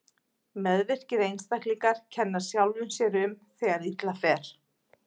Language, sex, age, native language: Icelandic, female, 40-49, Icelandic